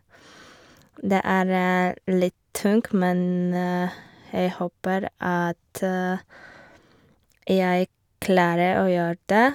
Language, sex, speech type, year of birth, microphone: Norwegian, female, spontaneous, 1987, Shure